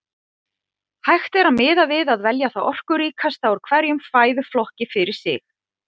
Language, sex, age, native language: Icelandic, female, 40-49, Icelandic